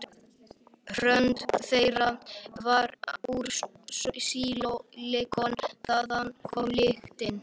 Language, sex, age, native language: Icelandic, male, 11, Icelandic